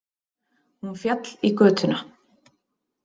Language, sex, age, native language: Icelandic, female, 30-39, Icelandic